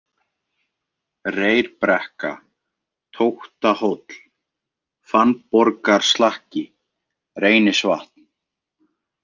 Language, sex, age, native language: Icelandic, male, 20-29, Icelandic